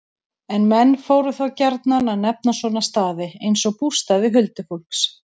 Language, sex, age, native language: Icelandic, female, 30-39, Icelandic